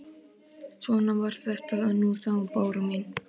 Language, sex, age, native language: Icelandic, male, 12, Icelandic